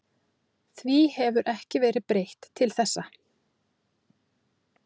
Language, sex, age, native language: Icelandic, female, 40-49, Icelandic